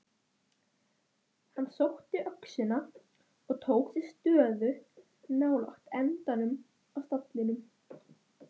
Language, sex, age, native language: Icelandic, male, 10, Icelandic